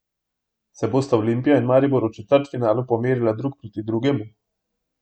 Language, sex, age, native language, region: Slovenian, male, 18-29, Slovenian, Gorenjska region